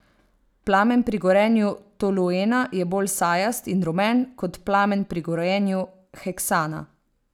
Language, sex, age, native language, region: Slovenian, female, 30-49, Slovenian, Savinja region